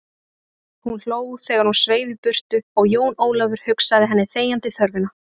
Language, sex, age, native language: Icelandic, female, 20-29, Icelandic